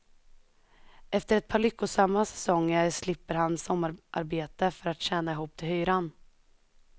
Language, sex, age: Swedish, female, 21